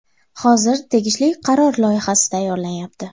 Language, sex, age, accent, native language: Uzbek, female, 18-24, Andijon, Uzbek